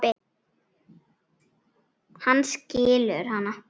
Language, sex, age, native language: Icelandic, female, 9, Icelandic